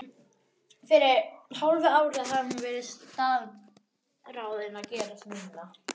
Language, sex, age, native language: Icelandic, female, 11, Icelandic